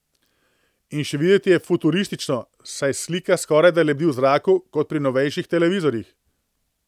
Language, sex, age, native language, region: Slovenian, male, 30-49, Slovenian, Central Slovenia